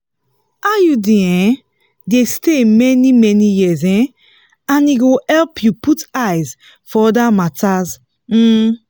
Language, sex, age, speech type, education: Nigerian Pidgin, female, 15-29, spontaneous, tertiary